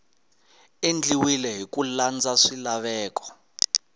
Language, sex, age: Tsonga, male, 19